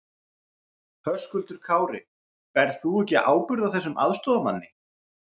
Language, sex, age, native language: Icelandic, male, 40-49, Icelandic